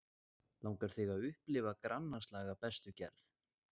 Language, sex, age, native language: Icelandic, male, 20-29, Icelandic